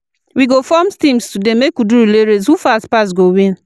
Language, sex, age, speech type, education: Nigerian Pidgin, female, 15-29, spontaneous, tertiary